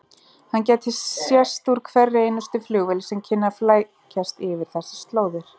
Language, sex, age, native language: Icelandic, female, 30-39, Icelandic